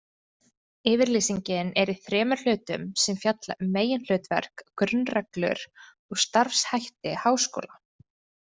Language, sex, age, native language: Icelandic, female, 20-29, Icelandic